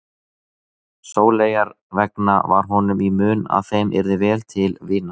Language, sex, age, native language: Icelandic, male, 30-39, Icelandic